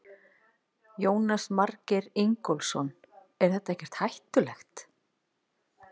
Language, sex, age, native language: Icelandic, female, 40-49, Icelandic